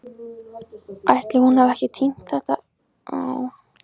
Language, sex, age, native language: Icelandic, female, 14, Icelandic